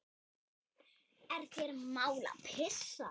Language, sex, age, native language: Icelandic, female, 8, Icelandic